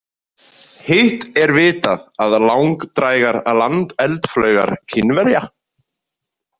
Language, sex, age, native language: Icelandic, male, 20-29, Icelandic